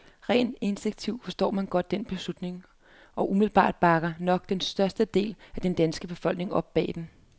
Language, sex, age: Danish, female, 33